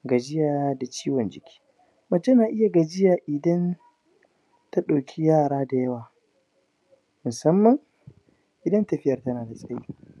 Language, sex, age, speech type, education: Hausa, male, 15-29, spontaneous, primary